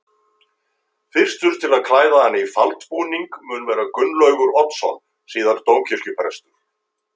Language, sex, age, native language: Icelandic, male, 50-59, Icelandic